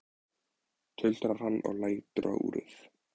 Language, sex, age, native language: Icelandic, male, 20-29, Icelandic